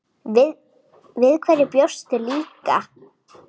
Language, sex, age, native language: Icelandic, female, 9, Icelandic